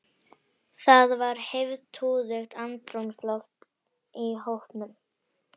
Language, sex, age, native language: Icelandic, female, 11, Icelandic